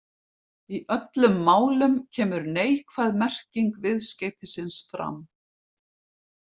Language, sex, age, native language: Icelandic, female, 50-59, Icelandic